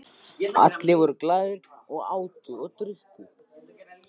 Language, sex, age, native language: Icelandic, male, 14, Icelandic